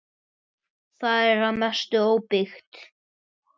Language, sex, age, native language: Icelandic, male, 9, Icelandic